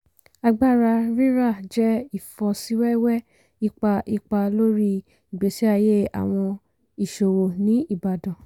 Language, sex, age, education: Yoruba, female, 15-29, tertiary